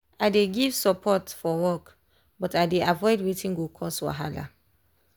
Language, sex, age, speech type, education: Nigerian Pidgin, female, 15-29, spontaneous, tertiary